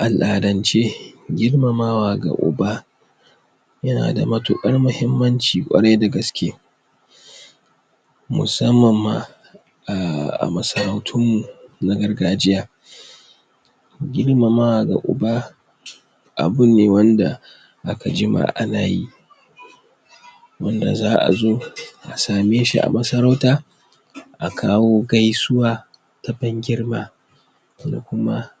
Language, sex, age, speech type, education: Hausa, male, 15-29, spontaneous, tertiary